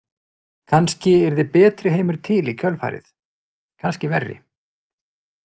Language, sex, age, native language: Icelandic, male, 40-49, Icelandic